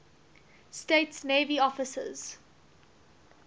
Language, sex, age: English, female, 19